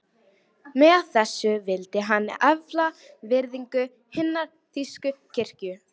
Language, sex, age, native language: Icelandic, female, 18-19, Icelandic